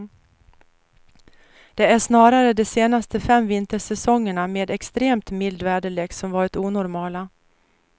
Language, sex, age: Swedish, female, 49